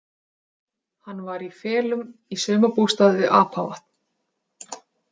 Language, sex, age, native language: Icelandic, female, 30-39, Icelandic